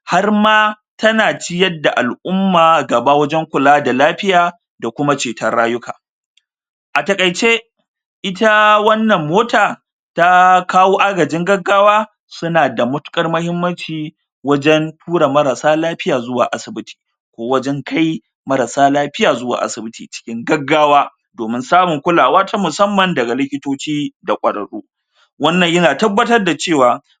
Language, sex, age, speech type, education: Hausa, male, 30-45, spontaneous, tertiary